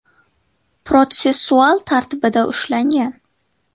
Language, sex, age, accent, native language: Uzbek, female, 19-29, Toshkent viloyati, Uzbek